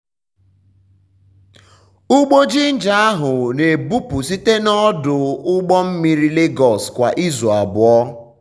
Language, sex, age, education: Igbo, male, 15-29, tertiary